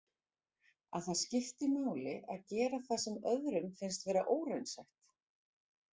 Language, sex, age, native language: Icelandic, female, 40-49, Icelandic